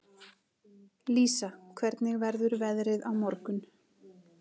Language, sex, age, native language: Icelandic, female, 40-49, Icelandic